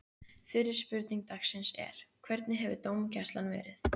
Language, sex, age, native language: Icelandic, female, 15, Icelandic